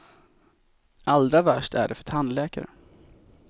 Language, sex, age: Swedish, male, 24